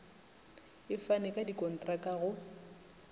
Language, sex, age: Northern Sotho, female, 25